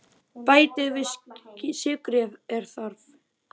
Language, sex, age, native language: Icelandic, male, 10, Icelandic